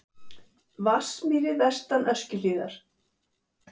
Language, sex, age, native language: Icelandic, female, 70-79, Icelandic